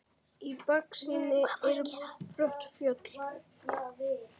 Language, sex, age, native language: Icelandic, male, 7, Icelandic